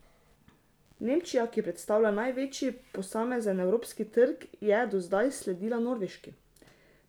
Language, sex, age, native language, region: Slovenian, female, 18-29, Slovenian, Drava region